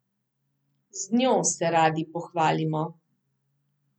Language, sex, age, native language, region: Slovenian, female, 30-49, Slovenian, Southeast Slovenia